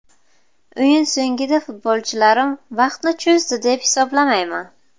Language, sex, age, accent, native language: Uzbek, female, 19-29, Buxoro, Uzbek